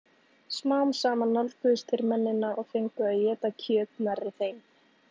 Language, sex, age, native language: Icelandic, female, 18-19, Icelandic